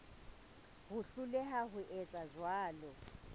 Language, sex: Southern Sotho, female